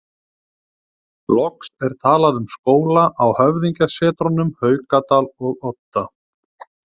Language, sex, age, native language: Icelandic, male, 30-39, Icelandic